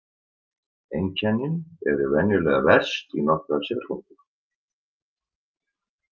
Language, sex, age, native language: Icelandic, male, 60-69, Icelandic